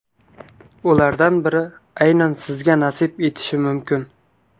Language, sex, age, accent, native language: Uzbek, male, 19-29, Qashqadaryo, Uzbek